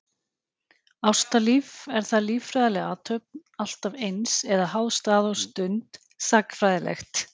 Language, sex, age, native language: Icelandic, female, 40-49, Icelandic